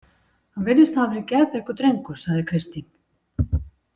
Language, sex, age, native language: Icelandic, female, 60-69, Icelandic